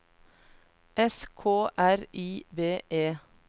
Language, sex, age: Norwegian, female, 33